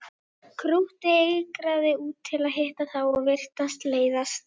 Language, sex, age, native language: Icelandic, female, 12, Icelandic